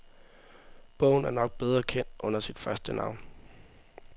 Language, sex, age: Danish, male, 18